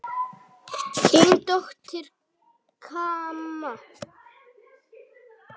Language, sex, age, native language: Icelandic, female, 8, Icelandic